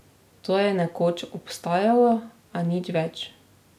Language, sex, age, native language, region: Slovenian, female, 18-29, Slovenian, Drava region